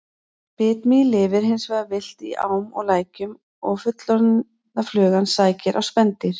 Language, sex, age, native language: Icelandic, female, 40-49, Icelandic